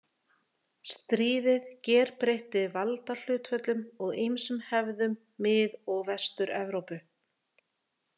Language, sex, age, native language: Icelandic, female, 30-39, Icelandic